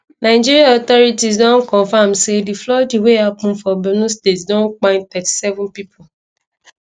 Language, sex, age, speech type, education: Nigerian Pidgin, female, 15-29, spontaneous, tertiary